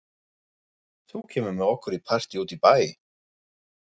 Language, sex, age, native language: Icelandic, male, 40-49, German